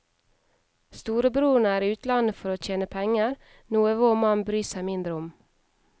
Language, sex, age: Norwegian, female, 31